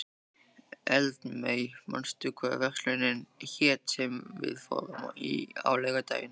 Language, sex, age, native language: Icelandic, male, 13, Icelandic